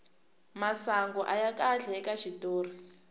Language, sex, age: Tsonga, female, 24